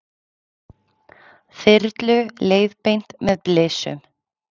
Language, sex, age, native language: Icelandic, female, 30-39, Icelandic